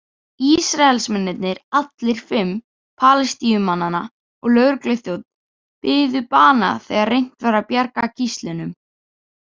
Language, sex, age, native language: Icelandic, female, 18-19, Icelandic